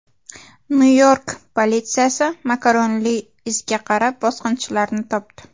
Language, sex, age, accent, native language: Uzbek, female, 19-29, Farg'ona, Uzbek